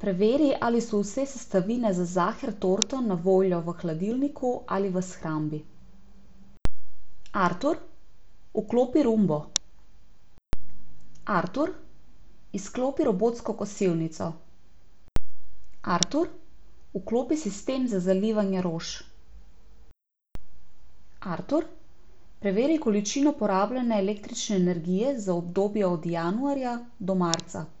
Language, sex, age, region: Slovenian, female, 18-29, Abroad